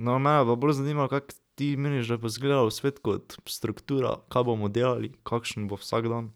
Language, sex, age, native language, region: Slovenian, male, 12-17, Slovenian, Drava region